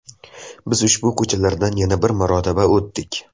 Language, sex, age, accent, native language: Uzbek, male, 18-24, Samarqand, Uzbek